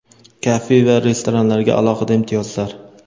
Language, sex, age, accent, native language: Uzbek, male, 18-24, Jizzax, Uzbek